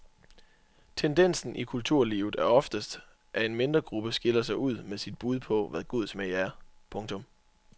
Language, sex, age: Danish, male, 24